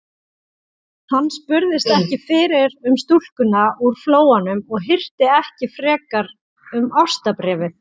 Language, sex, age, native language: Icelandic, female, 40-49, Icelandic